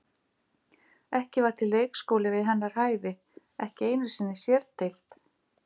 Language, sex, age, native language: Icelandic, female, 50-59, Icelandic